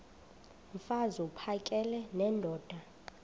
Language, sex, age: Xhosa, female, 26